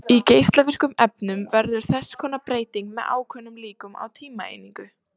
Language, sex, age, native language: Icelandic, female, 30-39, Icelandic